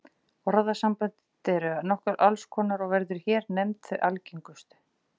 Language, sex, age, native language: Icelandic, female, 40-49, Icelandic